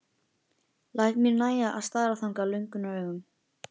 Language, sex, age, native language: Icelandic, female, 11, Icelandic